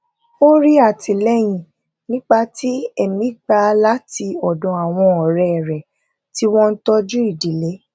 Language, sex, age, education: Yoruba, female, 15-29, tertiary